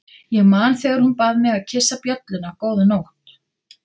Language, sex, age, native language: Icelandic, female, 50-59, Icelandic